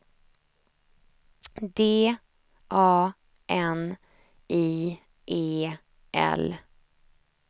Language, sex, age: Swedish, female, 28